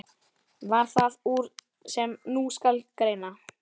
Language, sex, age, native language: Icelandic, male, 11, Icelandic